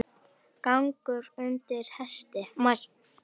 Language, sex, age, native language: Icelandic, female, 10, Icelandic